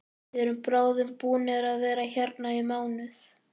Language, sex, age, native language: Icelandic, male, 11, Icelandic